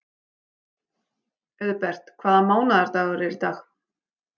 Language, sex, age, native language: Icelandic, female, 40-49, Icelandic